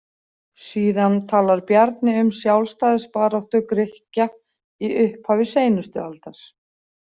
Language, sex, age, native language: Icelandic, female, 40-49, Icelandic